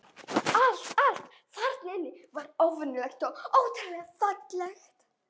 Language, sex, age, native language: Icelandic, female, 11, Icelandic